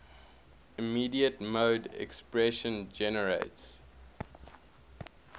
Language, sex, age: English, male, 21